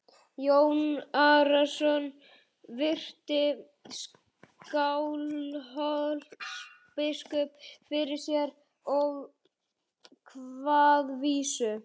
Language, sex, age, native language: Icelandic, male, 11, Icelandic